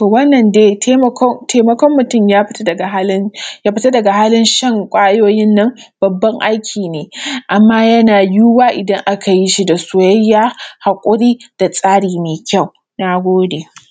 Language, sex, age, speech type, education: Hausa, female, 15-29, spontaneous, primary